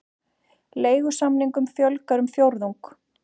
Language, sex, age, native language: Icelandic, female, 40-49, Icelandic